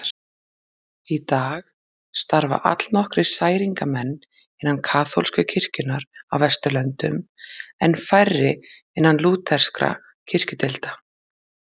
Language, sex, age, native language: Icelandic, female, 40-49, Icelandic